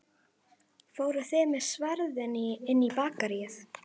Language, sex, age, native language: Icelandic, female, 11, Icelandic